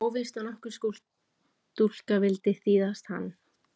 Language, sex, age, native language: Icelandic, female, 15, Icelandic